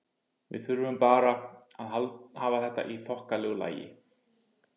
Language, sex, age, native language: Icelandic, male, 50-59, Icelandic